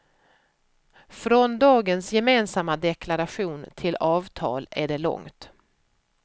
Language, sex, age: Swedish, female, 44